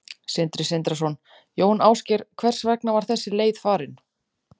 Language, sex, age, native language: Icelandic, female, 30-39, Icelandic